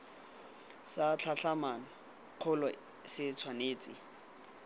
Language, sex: Tswana, male